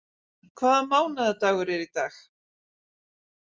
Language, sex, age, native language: Icelandic, female, 50-59, Icelandic